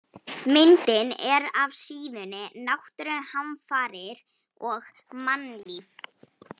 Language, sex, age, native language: Icelandic, female, 18-19, Polish